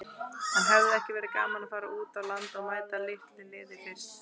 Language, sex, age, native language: Icelandic, female, 30-39, Icelandic